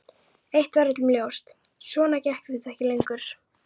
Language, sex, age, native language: Icelandic, female, 11, Icelandic